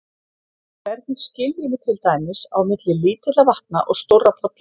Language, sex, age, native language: Icelandic, female, 50-59, Icelandic